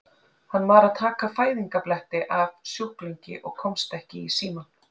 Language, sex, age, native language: Icelandic, female, 40-49, Icelandic